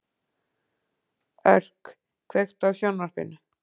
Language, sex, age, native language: Icelandic, female, 40-49, Icelandic